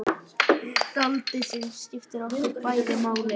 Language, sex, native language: Icelandic, female, Chinese